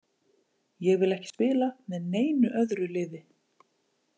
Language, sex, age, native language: Icelandic, female, 40-49, Icelandic